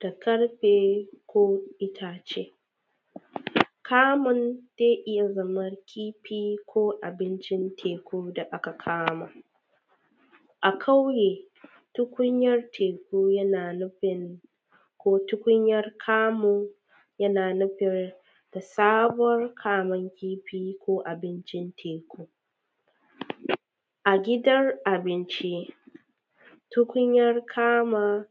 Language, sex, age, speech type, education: Hausa, female, 15-29, spontaneous, tertiary